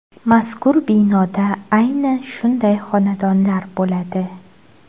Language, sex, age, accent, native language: Uzbek, female, 18-24, Xorazm, Uzbek